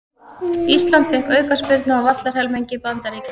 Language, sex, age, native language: Icelandic, female, 30-39, Icelandic